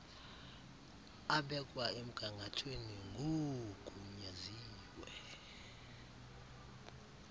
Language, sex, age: Xhosa, male, 35